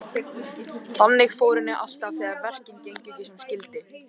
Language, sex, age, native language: Icelandic, male, 13, Icelandic